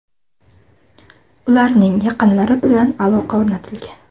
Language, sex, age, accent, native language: Uzbek, female, under 19, Andijon, Uzbek